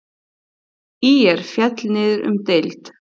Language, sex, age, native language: Icelandic, female, 8, Icelandic